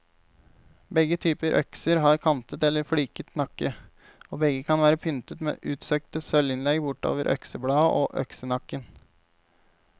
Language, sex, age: Norwegian, male, 28